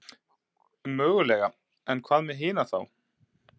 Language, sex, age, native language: Icelandic, male, 30-39, Icelandic